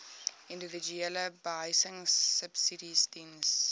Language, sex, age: Afrikaans, female, 18